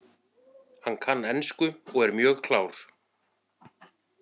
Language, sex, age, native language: Icelandic, male, 40-49, Icelandic